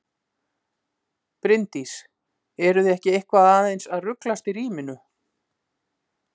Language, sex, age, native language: Icelandic, female, 50-59, Icelandic